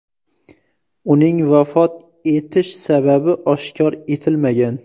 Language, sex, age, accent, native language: Uzbek, male, 18-24, Xorazm, Uzbek